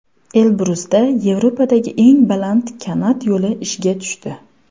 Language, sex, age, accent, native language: Uzbek, female, 19-29, Farg'ona, Uzbek